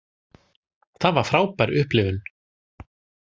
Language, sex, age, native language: Icelandic, male, 40-49, Icelandic